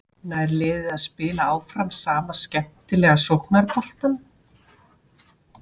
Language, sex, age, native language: Icelandic, female, 40-49, Icelandic